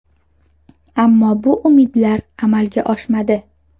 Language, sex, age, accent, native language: Uzbek, female, under 19, Toshkent shahri, Uzbek